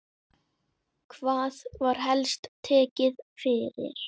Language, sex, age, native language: Icelandic, male, 10, Icelandic